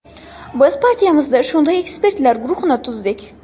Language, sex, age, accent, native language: Uzbek, female, 18-24, Buxoro, Uzbek